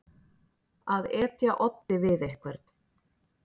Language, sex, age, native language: Icelandic, female, 40-49, Icelandic